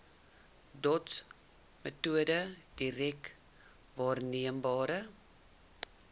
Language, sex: Afrikaans, female